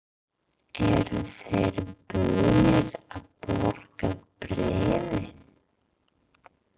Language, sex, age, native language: Icelandic, female, 30-39, English